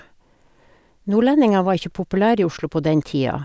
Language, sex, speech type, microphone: Norwegian, female, spontaneous, Sennheiser